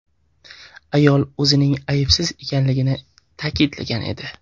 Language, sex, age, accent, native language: Uzbek, male, 18-24, Qashqadaryo, Uzbek